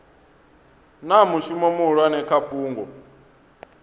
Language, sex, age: Venda, male, 22